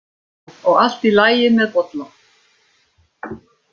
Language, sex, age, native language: Icelandic, female, 50-59, Icelandic